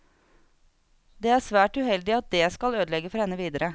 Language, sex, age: Norwegian, female, 36